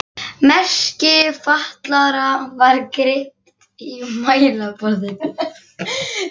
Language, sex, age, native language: Icelandic, male, 11, Icelandic